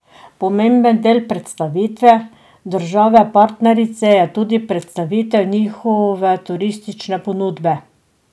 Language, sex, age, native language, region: Slovenian, female, 50-59, Slovenian, Drava region